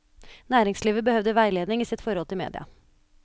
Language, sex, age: Norwegian, female, 29